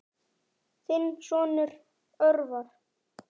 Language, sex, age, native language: Icelandic, male, 9, Icelandic